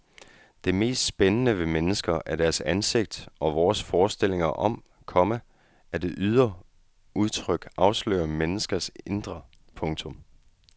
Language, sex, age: Danish, male, 35